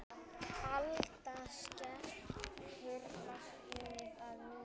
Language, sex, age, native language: Icelandic, male, 10, Icelandic